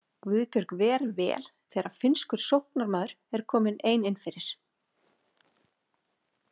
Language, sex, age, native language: Icelandic, female, 40-49, Icelandic